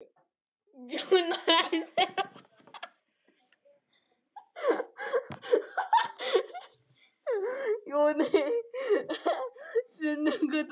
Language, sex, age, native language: Icelandic, other, 11, Japanese